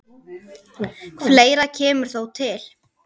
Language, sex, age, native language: Icelandic, female, 10, Icelandic